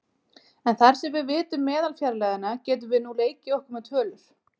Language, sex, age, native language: Icelandic, female, 30-39, Icelandic